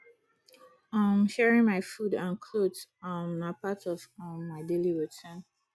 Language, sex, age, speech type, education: Nigerian Pidgin, female, 30-45, spontaneous, tertiary